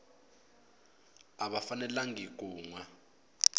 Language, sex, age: Tsonga, male, 22